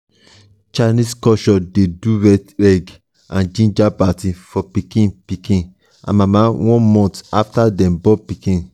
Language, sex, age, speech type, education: Nigerian Pidgin, male, 30-45, spontaneous, tertiary